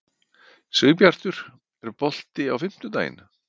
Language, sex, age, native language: Icelandic, male, 50-59, Icelandic